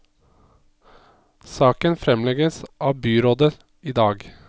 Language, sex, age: Norwegian, male, 27